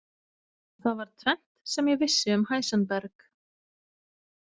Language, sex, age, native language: Icelandic, female, 30-39, Icelandic